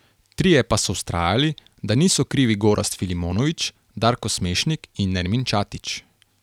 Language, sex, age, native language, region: Slovenian, male, 18-29, Slovenian, Carinthia region